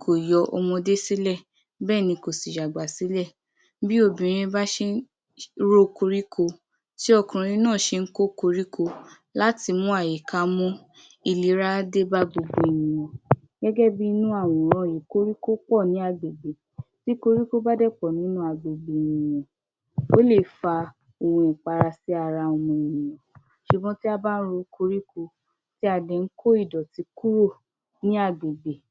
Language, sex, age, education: Yoruba, female, 46-60, tertiary